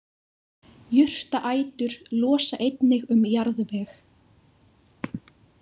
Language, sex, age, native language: Icelandic, female, 20-29, Icelandic